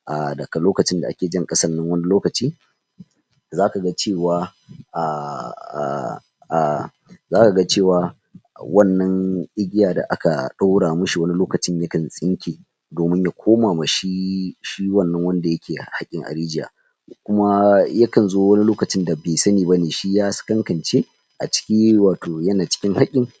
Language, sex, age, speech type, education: Hausa, male, 46-60, spontaneous, tertiary